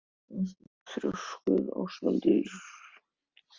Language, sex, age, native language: Icelandic, male, 14, Icelandic